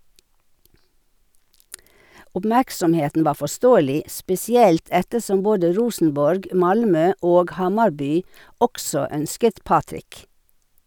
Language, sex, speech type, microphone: Norwegian, female, read, Sennheiser